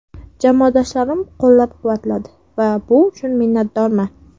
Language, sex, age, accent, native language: Uzbek, female, 18-24, Sirdaryo, Uzbek